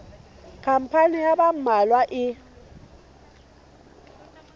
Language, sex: Southern Sotho, female